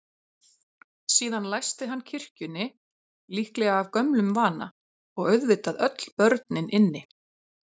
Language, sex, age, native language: Icelandic, female, 40-49, Icelandic